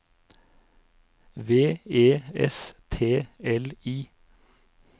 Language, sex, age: Norwegian, male, 59